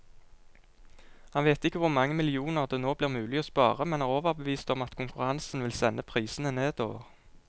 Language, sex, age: Norwegian, male, 22